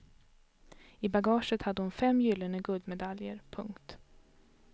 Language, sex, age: Swedish, female, 32